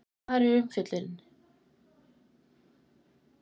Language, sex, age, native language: Icelandic, female, 20-29, Icelandic